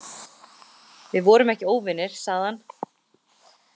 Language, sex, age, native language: Icelandic, female, 30-39, Icelandic